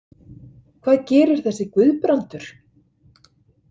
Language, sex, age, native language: Icelandic, male, 50-59, Icelandic